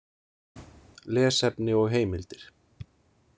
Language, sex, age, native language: Icelandic, male, 30-39, Icelandic